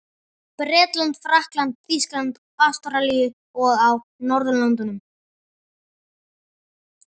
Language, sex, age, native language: Icelandic, male, 12, Icelandic